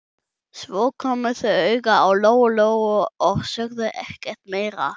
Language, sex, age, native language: Icelandic, male, 11, German